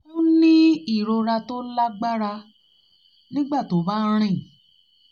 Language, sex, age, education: Yoruba, female, 30-45, tertiary